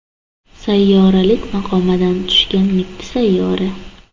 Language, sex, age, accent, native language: Uzbek, female, under 19, Toshkent shahri, Uzbek